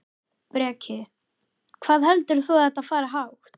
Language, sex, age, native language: Icelandic, male, 11, Icelandic